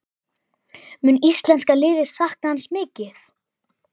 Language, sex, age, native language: Icelandic, male, 11, Icelandic